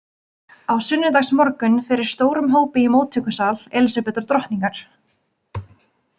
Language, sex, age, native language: Icelandic, female, 20-29, Icelandic